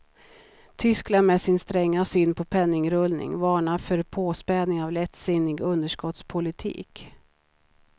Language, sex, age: Swedish, female, 39